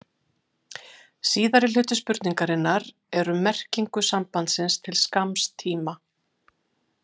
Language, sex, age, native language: Icelandic, female, 50-59, Icelandic